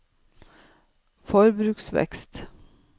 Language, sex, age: Norwegian, female, 55